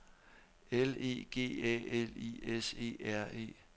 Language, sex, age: Danish, male, 43